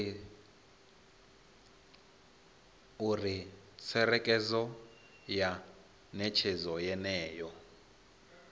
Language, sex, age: Venda, male, 21